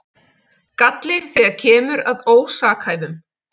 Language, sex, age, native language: Icelandic, female, 50-59, Icelandic